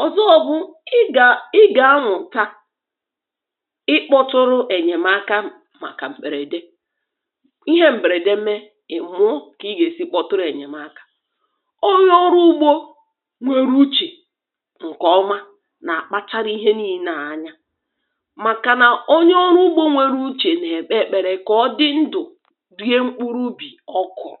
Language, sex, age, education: Igbo, female, 30-45, tertiary